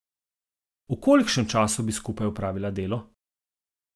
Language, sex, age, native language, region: Slovenian, male, 50-59, Slovenian, Zasavska region